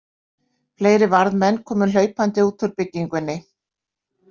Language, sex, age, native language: Icelandic, female, 60-69, Icelandic